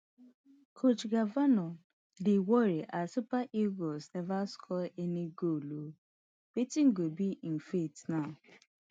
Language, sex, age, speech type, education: Nigerian Pidgin, female, 30-45, spontaneous, tertiary